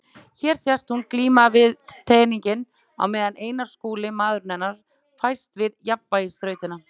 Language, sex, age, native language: Icelandic, female, 30-39, Icelandic